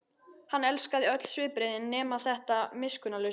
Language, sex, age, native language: Icelandic, female, 13, Icelandic